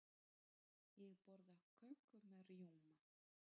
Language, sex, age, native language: Icelandic, female, 30-39, Polish